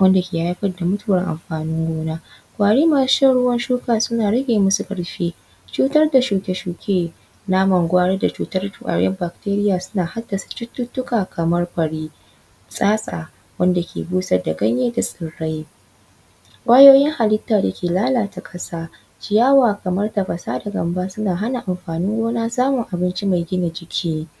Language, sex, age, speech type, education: Hausa, female, 15-29, spontaneous, tertiary